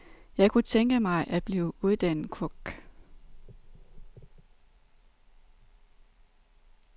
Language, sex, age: Danish, female, 32